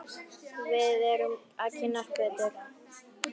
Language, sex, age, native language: Icelandic, female, 10, Icelandic